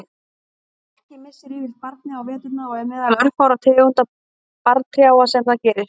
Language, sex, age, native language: Icelandic, female, 30-39, Icelandic